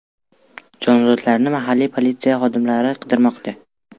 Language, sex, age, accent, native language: Uzbek, male, 12-17, Toshkent viloyati, Uzbek